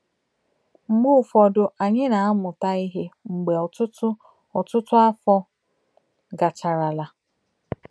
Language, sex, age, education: Igbo, female, 30-45, tertiary